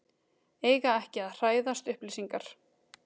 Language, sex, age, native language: Icelandic, female, 30-39, Icelandic